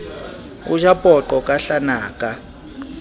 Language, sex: Southern Sotho, male